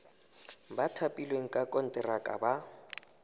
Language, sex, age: Tswana, male, 19